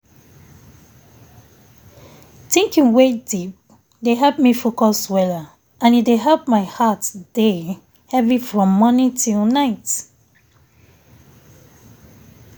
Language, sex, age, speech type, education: Nigerian Pidgin, female, 30-45, spontaneous, tertiary